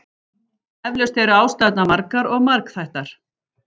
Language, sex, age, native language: Icelandic, female, 40-49, Icelandic